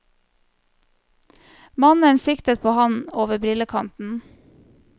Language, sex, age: Norwegian, female, 34